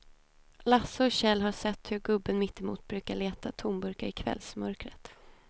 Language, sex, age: Swedish, female, 28